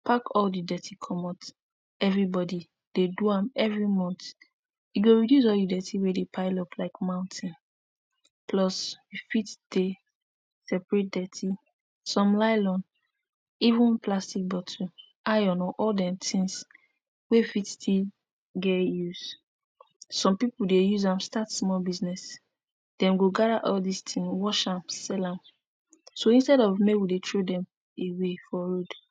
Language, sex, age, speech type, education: Nigerian Pidgin, female, 15-29, spontaneous, tertiary